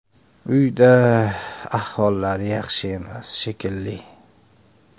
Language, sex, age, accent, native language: Uzbek, male, 25-34, Sirdaryo, Uzbek